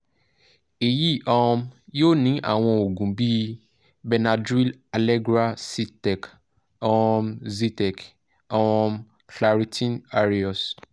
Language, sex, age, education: Yoruba, male, 15-29, tertiary